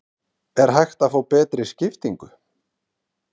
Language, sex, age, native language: Icelandic, male, 30-39, Icelandic